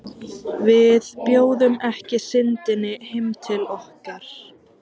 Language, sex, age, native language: Icelandic, female, 14, Icelandic